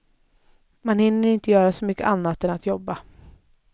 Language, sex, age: Swedish, female, 20